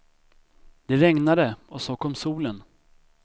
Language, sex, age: Swedish, male, 25